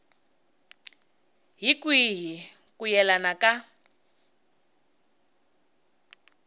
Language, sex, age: Tsonga, female, 19